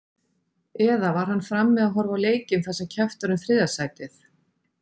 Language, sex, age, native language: Icelandic, female, 40-49, Icelandic